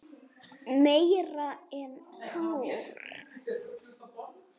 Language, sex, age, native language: Icelandic, female, 7, Icelandic